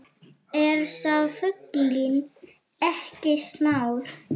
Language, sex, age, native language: Icelandic, female, 9, Icelandic